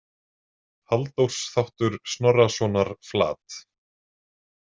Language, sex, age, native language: Icelandic, male, 40-49, Icelandic